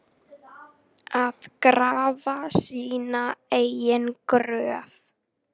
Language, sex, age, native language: Icelandic, female, 18-19, Icelandic